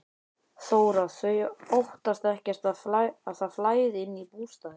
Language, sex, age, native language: Icelandic, male, 11, Icelandic